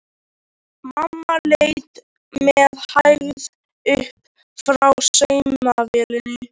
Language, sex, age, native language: Icelandic, male, 13, Icelandic